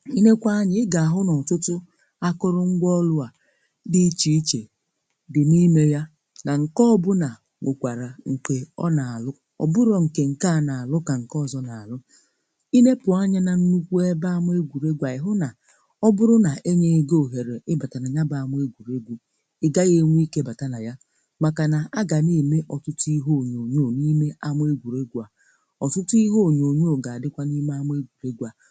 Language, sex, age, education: Igbo, female, 15-29, tertiary